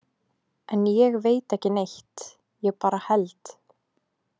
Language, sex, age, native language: Icelandic, female, 18-19, Icelandic